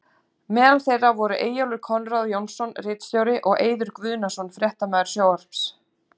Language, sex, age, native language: Icelandic, female, 40-49, Icelandic